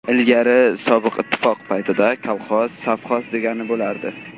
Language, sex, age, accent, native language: Uzbek, male, 18-24, Qashqadaryo, Uzbek